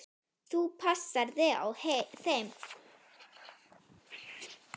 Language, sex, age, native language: Icelandic, female, 9, Icelandic